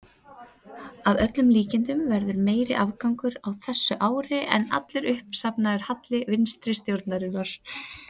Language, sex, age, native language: Icelandic, female, 30-39, Icelandic